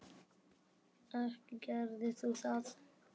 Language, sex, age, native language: Icelandic, male, 10, Icelandic